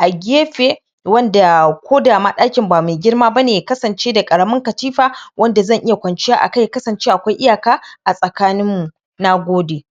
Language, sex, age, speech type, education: Hausa, male, 15-29, spontaneous, primary